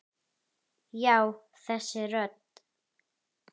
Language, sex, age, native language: Icelandic, female, 10, Icelandic